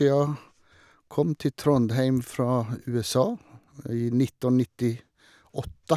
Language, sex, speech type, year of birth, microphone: Norwegian, male, spontaneous, 1952, Shure